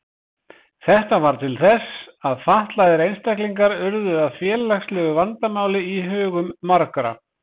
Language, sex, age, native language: Icelandic, male, 20-29, Icelandic